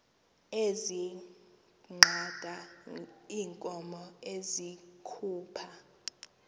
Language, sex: Xhosa, female